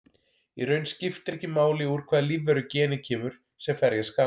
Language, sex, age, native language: Icelandic, male, 40-49, Icelandic